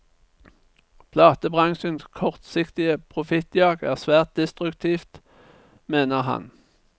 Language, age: Norwegian, 49